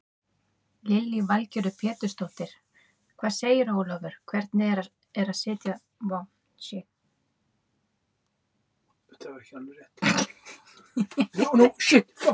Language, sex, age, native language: Icelandic, female, 30-39, Icelandic